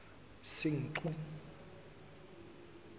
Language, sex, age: Southern Sotho, male, 23